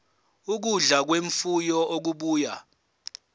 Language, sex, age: Zulu, male, 24